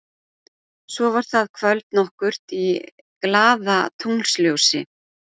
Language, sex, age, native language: Icelandic, female, 40-49, Icelandic